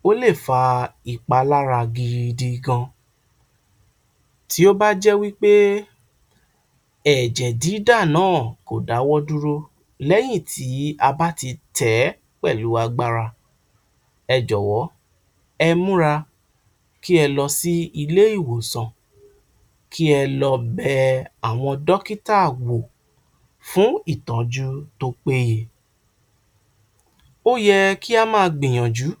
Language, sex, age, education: Yoruba, male, 46-60, tertiary